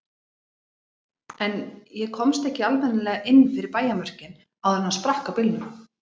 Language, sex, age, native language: Icelandic, female, 40-49, Icelandic